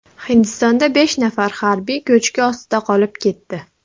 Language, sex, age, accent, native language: Uzbek, female, 40-49, Farg'ona, Uzbek